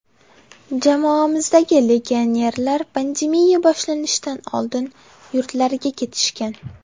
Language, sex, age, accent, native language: Uzbek, female, 18-24, Farg'ona, Uzbek